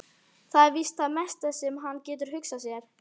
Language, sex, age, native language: Icelandic, female, 12, Icelandic